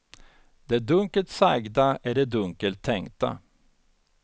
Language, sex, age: Swedish, male, 49